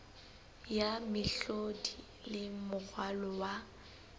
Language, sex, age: Southern Sotho, female, 19